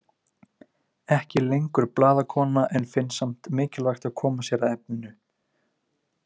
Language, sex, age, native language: Icelandic, male, 20-29, Icelandic